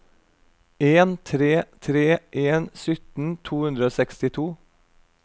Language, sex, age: Norwegian, male, 32